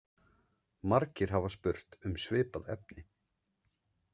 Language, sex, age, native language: Icelandic, male, 30-39, Icelandic